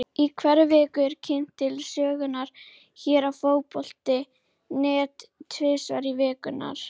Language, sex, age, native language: Icelandic, female, 30-39, Icelandic